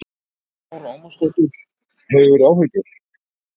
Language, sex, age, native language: Icelandic, male, 50-59, Icelandic